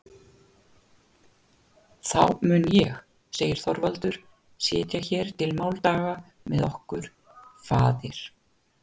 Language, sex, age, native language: Icelandic, female, 60-69, Icelandic